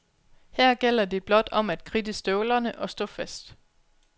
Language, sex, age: Danish, female, 29